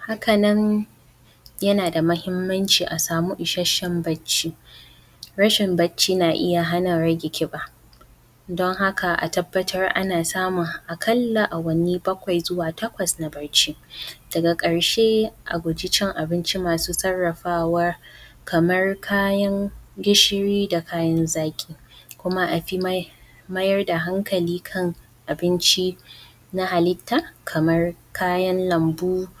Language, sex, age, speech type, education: Hausa, female, 15-29, spontaneous, tertiary